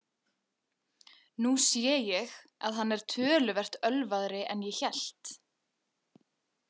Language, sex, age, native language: Icelandic, female, 20-29, Icelandic